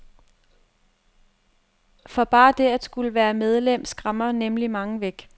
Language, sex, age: Danish, female, 30